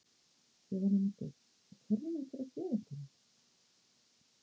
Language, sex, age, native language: Icelandic, female, 50-59, Icelandic